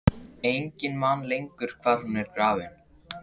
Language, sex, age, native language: Icelandic, male, 14, Icelandic